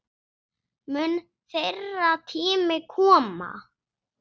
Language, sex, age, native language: Icelandic, male, 6, Icelandic